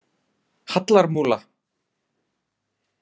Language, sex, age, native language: Icelandic, male, 30-39, Icelandic